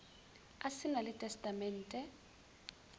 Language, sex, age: Northern Sotho, female, 20